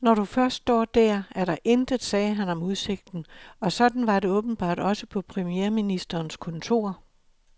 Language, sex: Danish, male